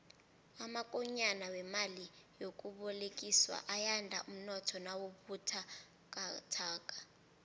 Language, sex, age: South Ndebele, female, 19